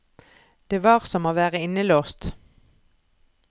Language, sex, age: Norwegian, female, 43